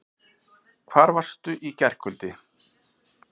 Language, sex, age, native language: Icelandic, male, 40-49, Icelandic